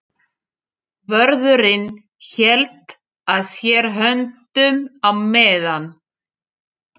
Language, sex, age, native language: Icelandic, female, 40-49, French